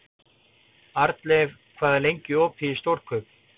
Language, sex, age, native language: Icelandic, male, 40-49, Icelandic